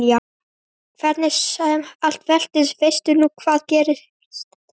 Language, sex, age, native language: Icelandic, male, 12, Icelandic